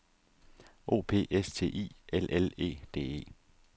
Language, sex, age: Danish, male, 30